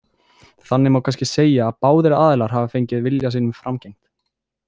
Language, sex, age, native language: Icelandic, male, 20-29, Icelandic